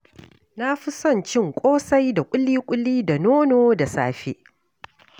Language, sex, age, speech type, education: Hausa, female, 46-60, read, tertiary